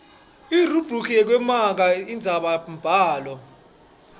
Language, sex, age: Swati, male, 26